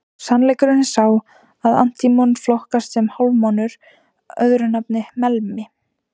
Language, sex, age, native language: Icelandic, female, 18-19, Icelandic